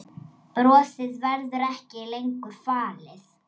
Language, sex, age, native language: Icelandic, female, 6, Icelandic